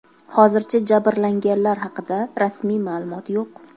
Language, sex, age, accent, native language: Uzbek, female, 25-34, Toshkent viloyati, Uzbek